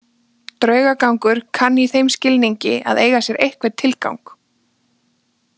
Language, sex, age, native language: Icelandic, female, 20-29, Icelandic